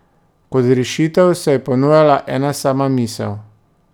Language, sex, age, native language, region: Slovenian, male, 30-49, Slovenian, Drava region